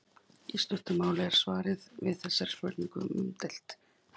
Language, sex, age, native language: Icelandic, female, 50-59, Icelandic